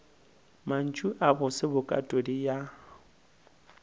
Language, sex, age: Northern Sotho, male, 19